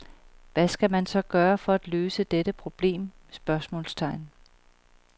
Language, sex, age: Danish, female, 38